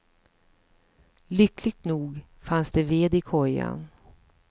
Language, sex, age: Swedish, female, 54